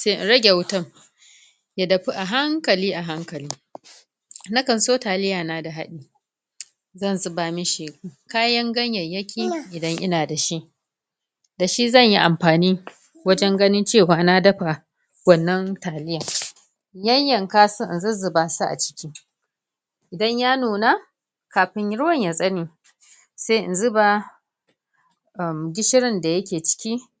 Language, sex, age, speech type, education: Hausa, female, 30-45, spontaneous, tertiary